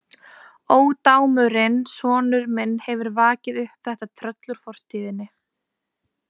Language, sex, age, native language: Icelandic, female, 20-29, Icelandic